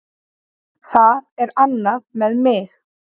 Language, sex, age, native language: Icelandic, female, 30-39, Icelandic